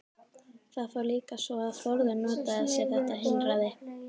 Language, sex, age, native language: Icelandic, female, 13, Icelandic